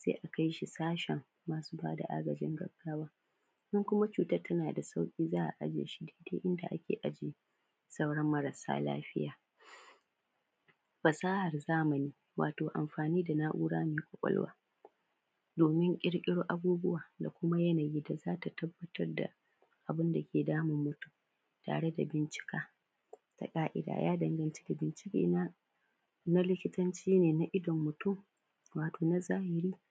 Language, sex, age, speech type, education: Hausa, female, 15-29, spontaneous, primary